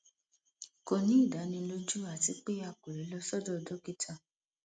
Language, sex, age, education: Yoruba, female, 15-29, tertiary